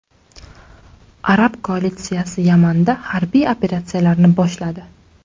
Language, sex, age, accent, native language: Uzbek, female, under 19, Navoiy, Uzbek